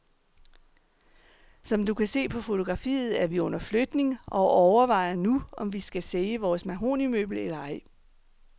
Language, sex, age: Danish, female, 39